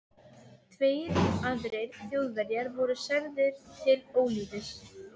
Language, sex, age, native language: Icelandic, female, 12, Serbo-Croatian